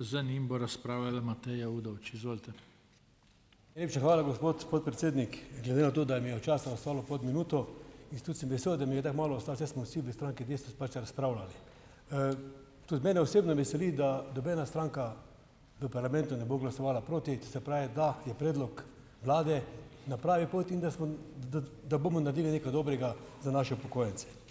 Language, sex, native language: Slovenian, male, Slovenian